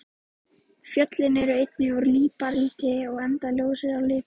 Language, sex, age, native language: Icelandic, female, 13, Icelandic